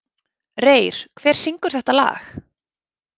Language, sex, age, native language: Icelandic, female, 30-39, Icelandic